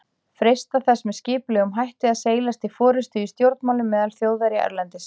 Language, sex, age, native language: Icelandic, female, 40-49, Icelandic